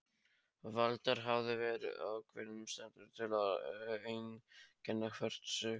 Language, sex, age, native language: Icelandic, male, 13, Polish